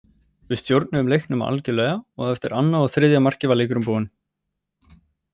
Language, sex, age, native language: Icelandic, male, 18-19, Icelandic